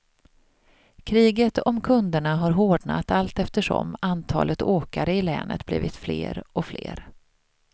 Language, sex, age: Swedish, female, 38